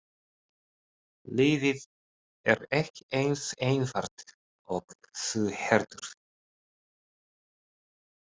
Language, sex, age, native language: Icelandic, male, 30-39, Japanese